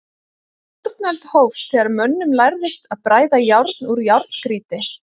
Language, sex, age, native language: Icelandic, female, 30-39, Icelandic